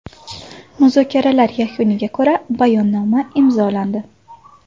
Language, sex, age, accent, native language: Uzbek, female, 19-29, Samarqand, Uzbek